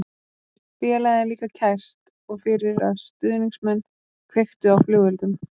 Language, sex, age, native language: Icelandic, female, 30-39, Icelandic